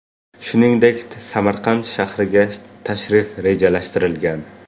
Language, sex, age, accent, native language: Uzbek, male, 18-24, Qashqadaryo, Uzbek